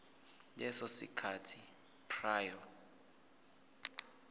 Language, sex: Zulu, male